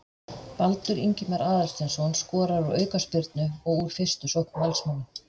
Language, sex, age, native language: Icelandic, female, 50-59, Icelandic